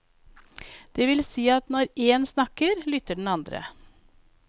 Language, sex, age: Norwegian, female, 42